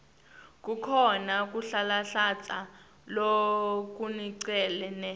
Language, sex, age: Swati, female, 19